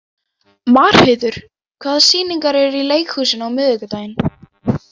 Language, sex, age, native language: Icelandic, female, 18-19, Icelandic